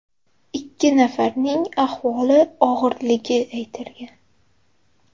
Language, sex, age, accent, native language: Uzbek, female, 18-24, Xorazm, Uzbek